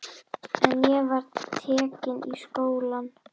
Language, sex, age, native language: Icelandic, female, 12, Icelandic